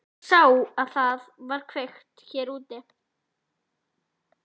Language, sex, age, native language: Icelandic, female, 11, Icelandic